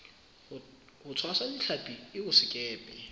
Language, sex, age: Southern Sotho, male, 24